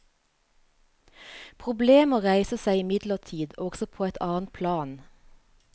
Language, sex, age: Norwegian, female, 35